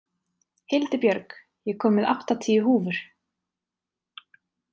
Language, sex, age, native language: Icelandic, female, 30-39, Icelandic